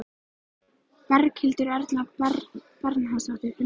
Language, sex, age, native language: Icelandic, female, 13, Icelandic